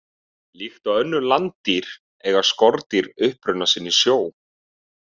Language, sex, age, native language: Icelandic, male, 30-39, Icelandic